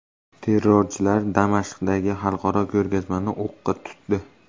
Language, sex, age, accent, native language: Uzbek, male, 18-24, Namangan, Uzbek